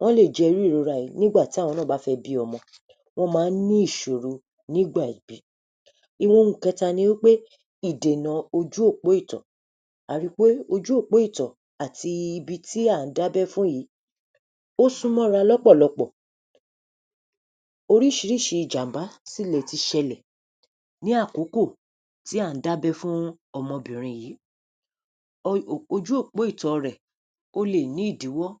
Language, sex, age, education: Yoruba, female, 30-45, tertiary